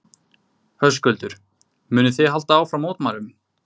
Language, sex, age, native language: Icelandic, male, 20-29, Icelandic